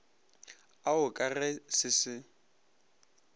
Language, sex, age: Northern Sotho, male, 22